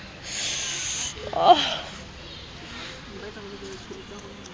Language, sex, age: Southern Sotho, female, 20